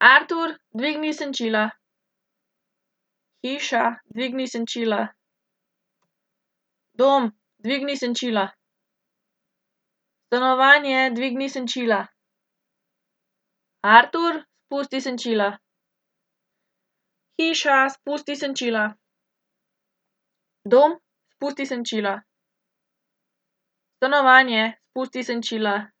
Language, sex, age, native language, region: Slovenian, female, 18-29, Slovenian, Central Slovenia